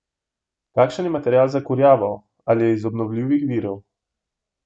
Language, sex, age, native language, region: Slovenian, male, 18-29, Slovenian, Gorenjska region